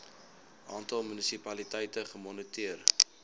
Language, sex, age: Afrikaans, male, 19